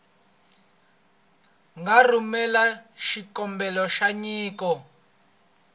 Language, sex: Tsonga, male